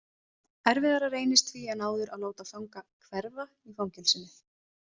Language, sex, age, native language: Icelandic, female, 20-29, Icelandic